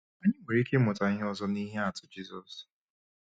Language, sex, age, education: Igbo, male, 15-29, tertiary